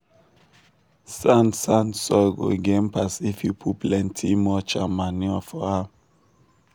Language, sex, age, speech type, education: Nigerian Pidgin, male, 15-29, spontaneous, tertiary